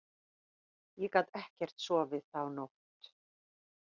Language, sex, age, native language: Icelandic, female, 50-59, Icelandic